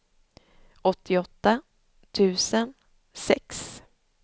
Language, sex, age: Swedish, female, 26